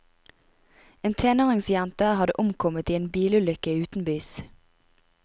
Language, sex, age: Norwegian, female, 25